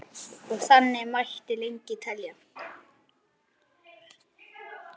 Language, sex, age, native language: Icelandic, male, 9, Icelandic